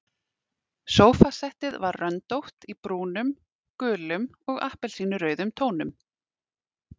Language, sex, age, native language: Icelandic, female, 30-39, Icelandic